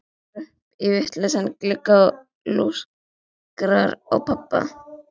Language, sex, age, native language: Icelandic, female, 11, Icelandic